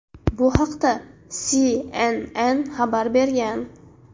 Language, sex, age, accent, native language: Uzbek, female, 18-24, Andijon, Uzbek